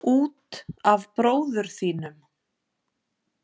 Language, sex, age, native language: Icelandic, female, 40-49, Icelandic